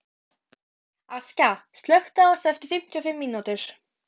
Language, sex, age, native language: Icelandic, female, 12, Icelandic